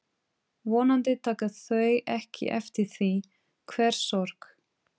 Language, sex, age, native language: Icelandic, female, 30-39, Portuguese